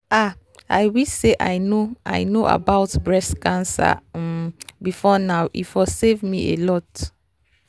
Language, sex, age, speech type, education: Nigerian Pidgin, female, 30-45, spontaneous, tertiary